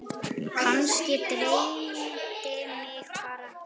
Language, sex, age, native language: Icelandic, male, 10, Icelandic